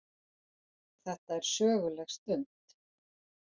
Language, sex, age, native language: Icelandic, female, 40-49, Icelandic